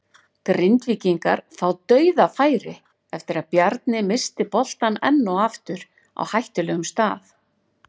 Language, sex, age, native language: Icelandic, female, 40-49, Icelandic